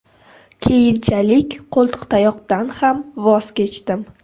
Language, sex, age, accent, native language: Uzbek, female, 18-24, Surxondaryo, Uzbek